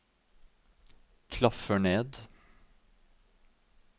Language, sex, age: Norwegian, male, 52